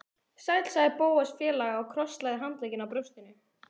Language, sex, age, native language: Icelandic, female, 14, Icelandic